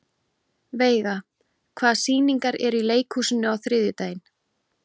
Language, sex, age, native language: Icelandic, female, 30-39, Icelandic